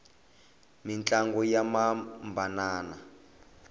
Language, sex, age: Tsonga, male, 21